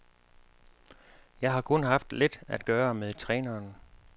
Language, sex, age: Danish, male, 35